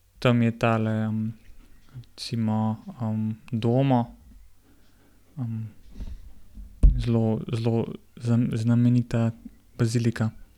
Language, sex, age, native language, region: Slovenian, male, 18-29, Slovenian, Gorenjska region